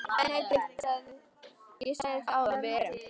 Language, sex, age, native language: Icelandic, female, 11, Icelandic